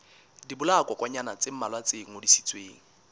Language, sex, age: Southern Sotho, male, 19